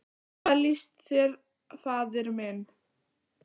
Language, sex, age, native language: Icelandic, female, 9, Icelandic